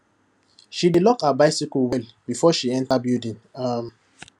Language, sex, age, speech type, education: Nigerian Pidgin, male, 15-29, spontaneous, tertiary